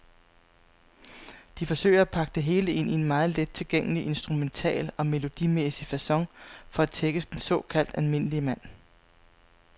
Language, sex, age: Danish, female, 35